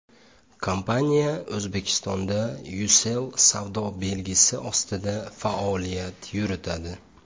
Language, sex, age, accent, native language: Uzbek, male, 25-34, Andijon, Uzbek